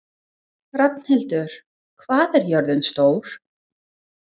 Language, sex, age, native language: Icelandic, female, 20-29, English